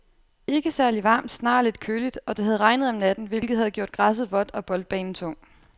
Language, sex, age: Danish, female, 28